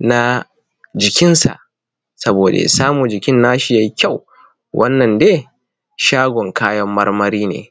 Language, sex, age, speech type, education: Hausa, male, 15-29, spontaneous, tertiary